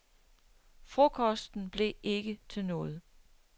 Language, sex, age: Danish, female, 60